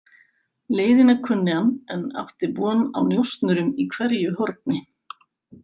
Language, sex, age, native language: Icelandic, female, 50-59, Icelandic